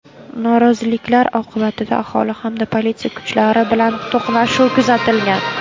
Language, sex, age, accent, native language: Uzbek, female, 18-24, Andijon, Uzbek